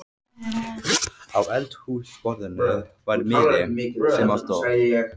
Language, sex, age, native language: Icelandic, male, 14, Icelandic